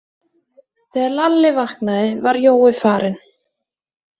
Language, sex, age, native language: Icelandic, female, 20-29, Icelandic